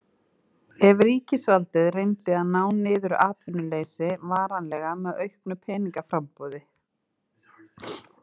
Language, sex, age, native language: Icelandic, female, 40-49, Icelandic